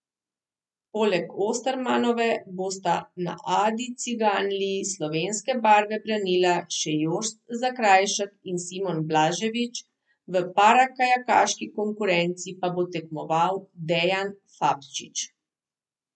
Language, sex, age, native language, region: Slovenian, female, 30-49, Slovenian, Southeast Slovenia